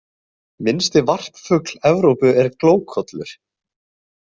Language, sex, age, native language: Icelandic, male, 20-29, Icelandic